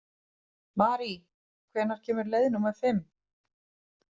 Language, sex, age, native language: Icelandic, female, 30-39, Icelandic